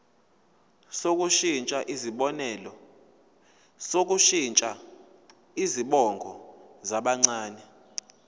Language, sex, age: Zulu, male, 22